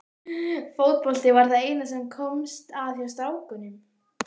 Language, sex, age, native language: Icelandic, female, 13, Icelandic